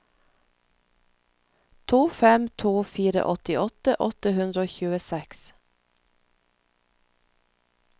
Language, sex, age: Norwegian, female, 46